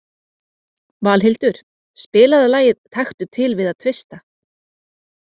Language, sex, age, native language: Icelandic, female, 30-39, Icelandic